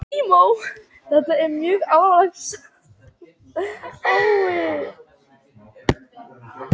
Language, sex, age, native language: Icelandic, female, 18-19, Icelandic